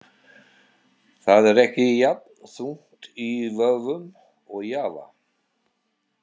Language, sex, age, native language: Icelandic, male, 70-79, Icelandic